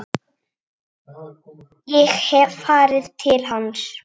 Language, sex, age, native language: Icelandic, female, 8, Icelandic